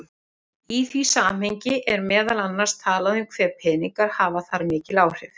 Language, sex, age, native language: Icelandic, female, 40-49, Icelandic